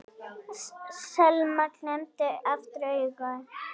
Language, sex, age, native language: Icelandic, female, 10, Icelandic